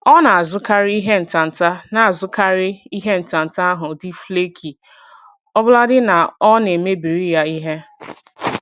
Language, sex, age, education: Igbo, female, 15-29, tertiary